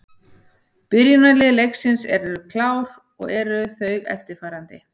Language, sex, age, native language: Icelandic, female, 40-49, Icelandic